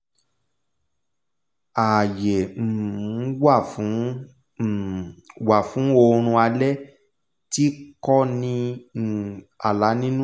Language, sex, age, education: Yoruba, male, 15-29, tertiary